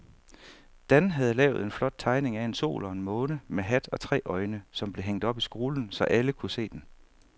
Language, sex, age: Danish, male, 31